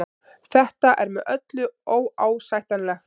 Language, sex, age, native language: Icelandic, female, 30-39, Icelandic